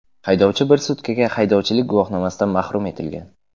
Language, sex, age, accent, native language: Uzbek, male, 18-24, Jizzax, Uzbek